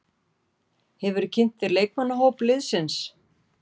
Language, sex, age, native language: Icelandic, female, 40-49, Icelandic